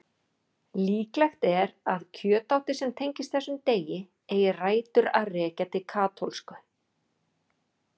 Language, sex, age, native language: Icelandic, female, 40-49, Icelandic